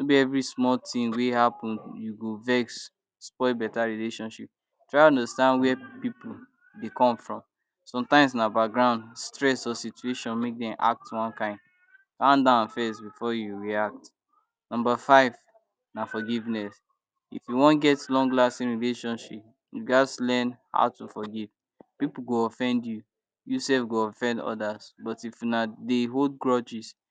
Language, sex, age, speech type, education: Nigerian Pidgin, male, 46-60, spontaneous, tertiary